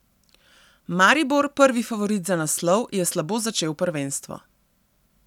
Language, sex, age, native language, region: Slovenian, female, 30-49, Slovenian, Central Slovenia